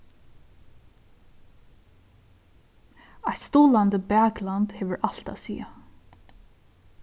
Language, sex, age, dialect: Faroese, female, 15-35, Suðurstreymoy